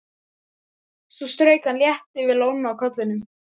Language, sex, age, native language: Icelandic, male, 12, Icelandic